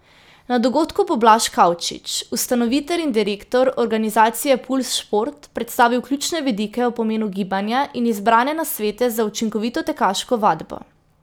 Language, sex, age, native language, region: Slovenian, female, 18-29, Slovenian, Drava region